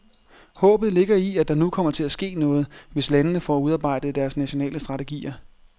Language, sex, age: Danish, male, 30